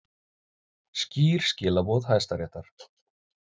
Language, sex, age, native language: Icelandic, male, 30-39, Icelandic